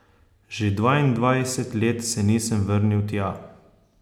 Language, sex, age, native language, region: Slovenian, male, 30-49, Slovenian, Posavska region